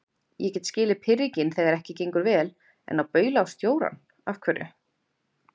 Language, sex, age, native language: Icelandic, female, 30-39, Icelandic